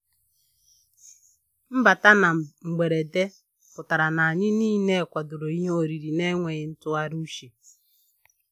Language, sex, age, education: Igbo, female, 30-45, tertiary